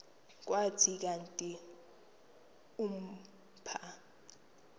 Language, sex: Xhosa, female